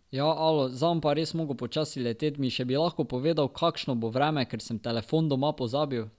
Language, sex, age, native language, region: Slovenian, male, 12-17, Slovenian, Drava region